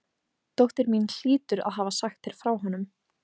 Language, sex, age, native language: Icelandic, female, 15, Icelandic